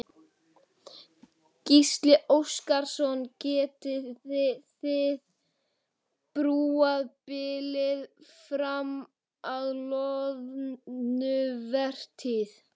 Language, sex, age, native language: Icelandic, male, 12, Icelandic